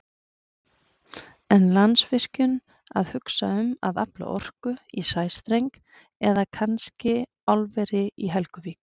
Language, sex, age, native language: Icelandic, female, 40-49, Icelandic